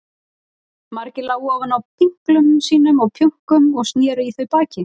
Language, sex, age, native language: Icelandic, female, 40-49, Icelandic